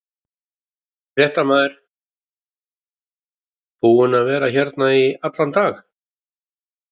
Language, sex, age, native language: Icelandic, male, 50-59, Icelandic